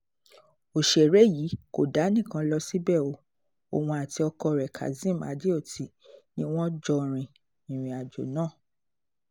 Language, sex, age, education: Yoruba, female, 30-45, tertiary